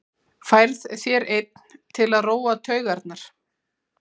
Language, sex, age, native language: Icelandic, female, 40-49, Icelandic